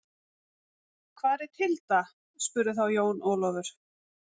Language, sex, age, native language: Icelandic, female, 40-49, Icelandic